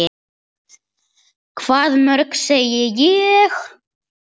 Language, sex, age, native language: Icelandic, male, 8, Icelandic